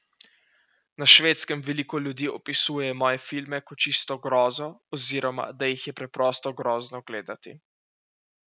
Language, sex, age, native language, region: Slovenian, male, 18-29, Slovenian, Central Slovenia